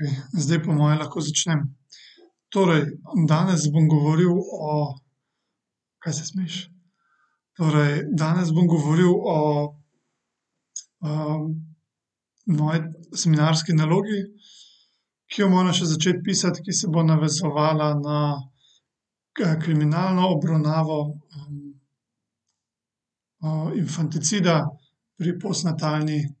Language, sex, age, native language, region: Slovenian, male, 18-29, Slovenian, Central Slovenia